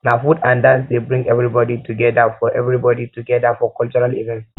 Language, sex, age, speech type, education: Nigerian Pidgin, male, 15-29, spontaneous, tertiary